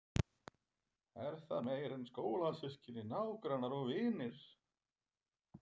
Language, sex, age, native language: Icelandic, male, 30-39, Icelandic